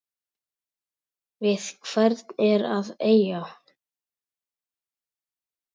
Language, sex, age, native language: Icelandic, male, 10, Icelandic